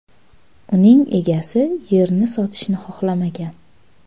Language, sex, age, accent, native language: Uzbek, female, 19-29, Qashqadaryo, Uzbek